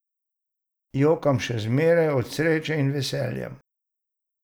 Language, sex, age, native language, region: Slovenian, male, 60+, Slovenian, Savinja region